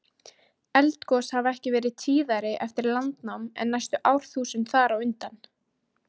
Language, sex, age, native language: Icelandic, female, 20-29, Icelandic